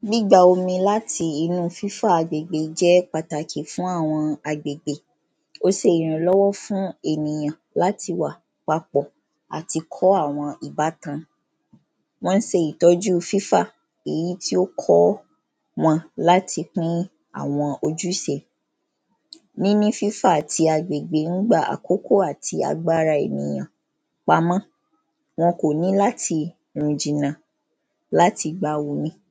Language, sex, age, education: Yoruba, female, 15-29, secondary